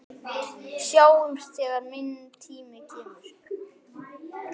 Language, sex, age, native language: Icelandic, male, 9, Icelandic